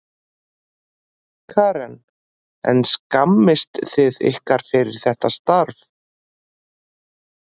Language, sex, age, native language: Icelandic, female, 40-49, Icelandic